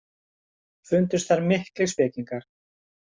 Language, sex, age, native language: Icelandic, male, 50-59, Icelandic